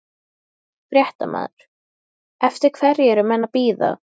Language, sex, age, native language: Icelandic, female, 12, Icelandic